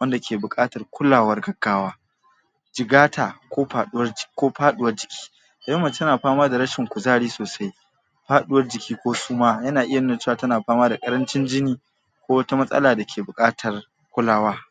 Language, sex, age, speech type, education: Hausa, male, 46-60, spontaneous, tertiary